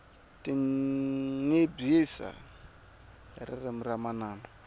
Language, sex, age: Tsonga, male, 25